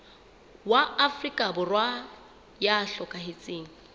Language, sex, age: Southern Sotho, female, 29